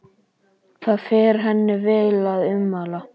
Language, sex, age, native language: Icelandic, male, 11, Icelandic